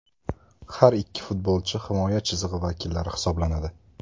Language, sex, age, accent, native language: Uzbek, male, 18-24, Toshkent shahri, Uzbek